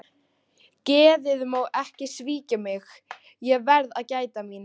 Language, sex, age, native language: Icelandic, female, 12, Icelandic